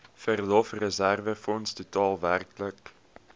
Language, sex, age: Afrikaans, male, 21